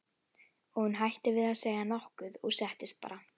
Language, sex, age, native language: Icelandic, female, 11, Icelandic